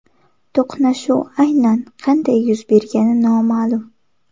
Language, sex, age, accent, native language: Uzbek, female, 18-24, Samarqand, Uzbek